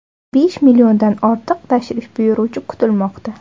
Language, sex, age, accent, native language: Uzbek, female, 18-24, Navoiy, Uzbek